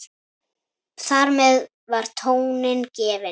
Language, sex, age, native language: Icelandic, female, 10, Icelandic